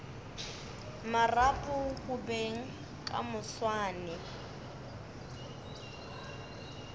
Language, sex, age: Northern Sotho, male, 21